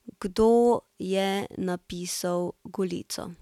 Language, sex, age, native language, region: Slovenian, female, 18-29, Slovenian, Central Slovenia